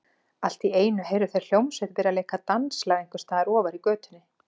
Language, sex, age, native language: Icelandic, female, 40-49, Icelandic